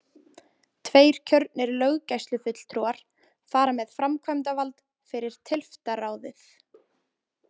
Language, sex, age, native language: Icelandic, female, 20-29, Icelandic